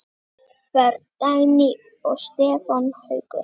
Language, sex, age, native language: Icelandic, female, 9, Icelandic